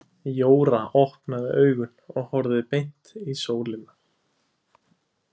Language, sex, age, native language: Icelandic, male, 20-29, Icelandic